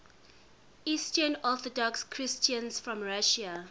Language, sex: English, female